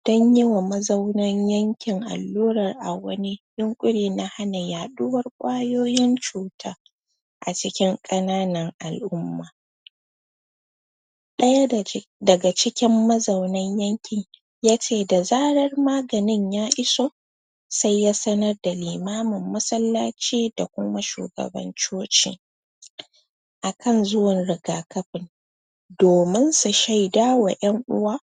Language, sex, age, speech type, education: Hausa, female, 30-45, spontaneous, tertiary